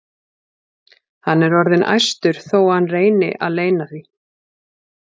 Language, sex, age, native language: Icelandic, female, 40-49, Icelandic